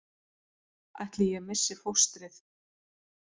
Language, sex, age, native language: Icelandic, female, 40-49, Icelandic